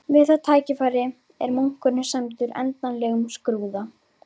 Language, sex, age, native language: Icelandic, female, 13, Icelandic